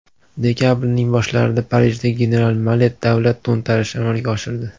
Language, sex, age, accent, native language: Uzbek, male, 18-24, Farg'ona, Uzbek